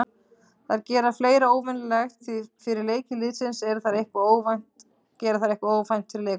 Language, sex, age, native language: Icelandic, female, 40-49, Icelandic